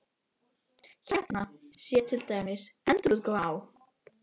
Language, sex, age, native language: Icelandic, female, 12, Icelandic